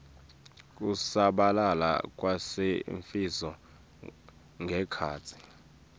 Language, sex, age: Swati, male, 23